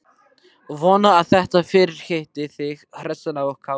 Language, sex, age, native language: Icelandic, male, 12, Icelandic